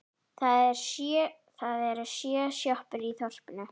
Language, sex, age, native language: Icelandic, female, 11, Icelandic